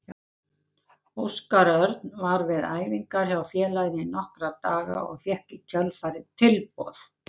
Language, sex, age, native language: Icelandic, female, 70-79, Icelandic